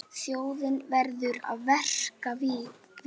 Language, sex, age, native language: Icelandic, male, 8, Icelandic